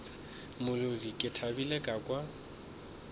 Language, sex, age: Northern Sotho, male, 24